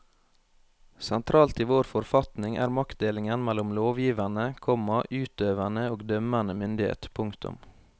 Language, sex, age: Norwegian, male, 21